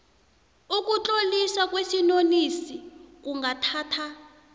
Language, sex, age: South Ndebele, female, 26